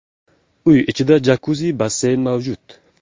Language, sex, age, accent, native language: Uzbek, male, 18-24, Jizzax, Uzbek